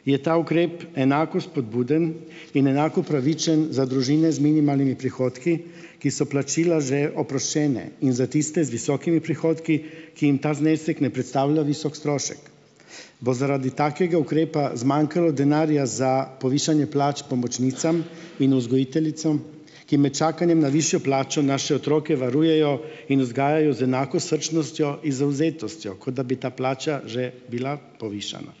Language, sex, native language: Slovenian, male, Slovenian